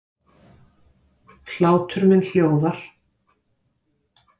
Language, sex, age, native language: Icelandic, female, 50-59, Icelandic